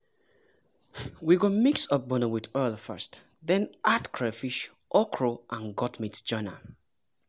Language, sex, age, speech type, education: Nigerian Pidgin, male, 30-45, spontaneous, tertiary